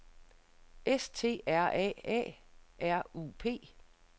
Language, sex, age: Danish, female, 60